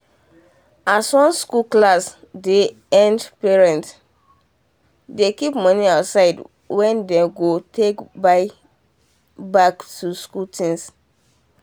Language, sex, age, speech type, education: Nigerian Pidgin, female, 15-29, spontaneous, secondary